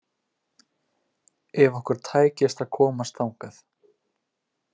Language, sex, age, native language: Icelandic, male, 20-29, Icelandic